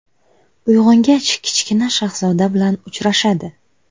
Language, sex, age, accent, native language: Uzbek, female, 19-29, Buxoro, Uzbek